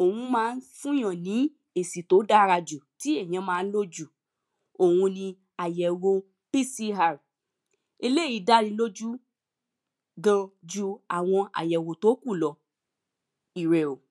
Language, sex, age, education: Yoruba, female, 15-29, primary